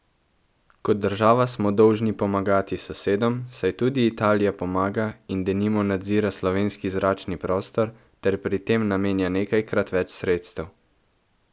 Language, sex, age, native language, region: Slovenian, male, 18-29, Slovenian, Central Slovenia